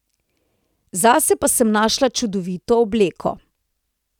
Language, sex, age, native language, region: Slovenian, female, 30-49, Slovenian, Central Slovenia